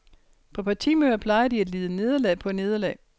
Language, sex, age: Danish, female, 60